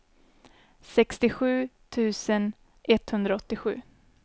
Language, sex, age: Swedish, female, 24